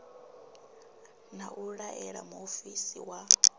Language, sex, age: Venda, female, 26